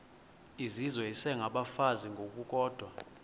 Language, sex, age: Xhosa, male, 20